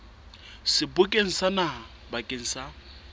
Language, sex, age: Southern Sotho, male, 26